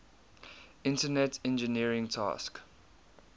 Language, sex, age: English, male, 22